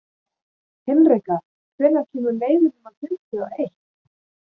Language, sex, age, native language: Icelandic, female, 40-49, German